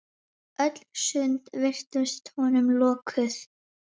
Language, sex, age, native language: Icelandic, female, 10, Icelandic